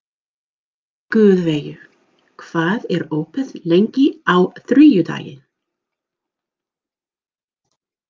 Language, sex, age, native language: Icelandic, female, 40-49, English